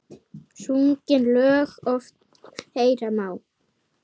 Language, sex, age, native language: Icelandic, female, 9, Icelandic